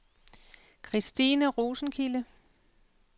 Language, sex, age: Danish, female, 48